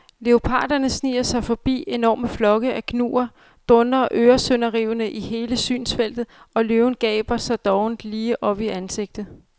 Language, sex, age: Danish, female, 35